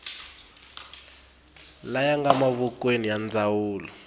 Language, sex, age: Tsonga, male, 18